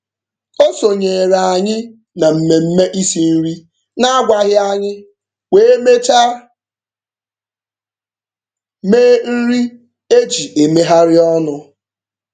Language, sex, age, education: Igbo, male, 15-29, tertiary